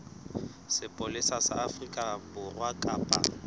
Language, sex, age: Southern Sotho, male, 23